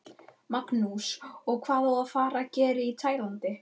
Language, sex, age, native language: Icelandic, male, 11, Icelandic